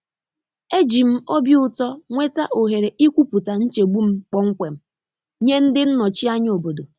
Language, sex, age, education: Igbo, female, 15-29, tertiary